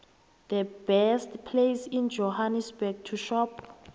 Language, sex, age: South Ndebele, female, 23